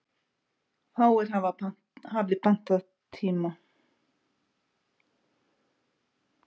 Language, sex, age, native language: Icelandic, female, 50-59, Icelandic